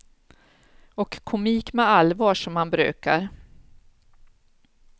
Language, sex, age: Swedish, female, 46